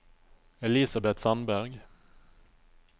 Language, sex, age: Norwegian, male, 27